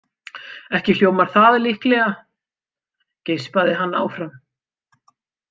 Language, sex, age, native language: Icelandic, female, 50-59, Icelandic